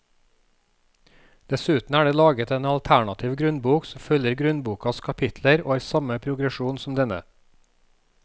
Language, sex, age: Norwegian, male, 36